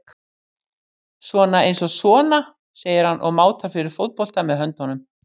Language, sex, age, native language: Icelandic, female, 60-69, Icelandic